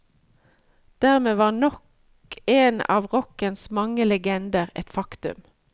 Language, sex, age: Norwegian, female, 53